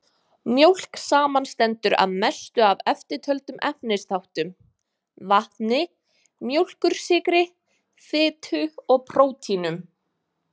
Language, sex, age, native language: Icelandic, female, 20-29, Icelandic